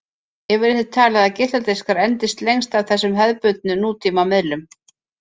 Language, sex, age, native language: Icelandic, female, 50-59, Icelandic